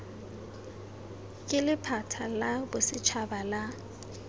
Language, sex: Tswana, female